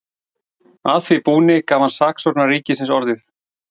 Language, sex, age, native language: Icelandic, male, 40-49, Icelandic